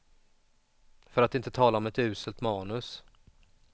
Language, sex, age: Swedish, male, 44